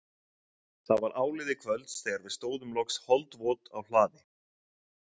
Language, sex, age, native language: Icelandic, male, 30-39, Icelandic